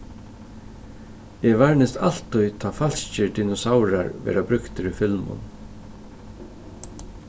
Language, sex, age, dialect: Faroese, male, 36-60, Suðurstreymoy